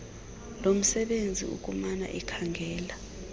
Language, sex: Xhosa, female